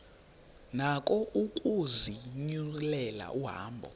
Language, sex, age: Xhosa, male, 30